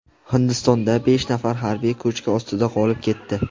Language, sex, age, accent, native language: Uzbek, male, 19-29, Farg'ona, Uzbek